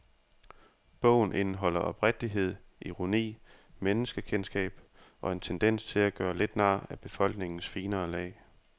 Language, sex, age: Danish, male, 30